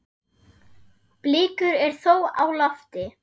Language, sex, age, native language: Icelandic, female, 8, German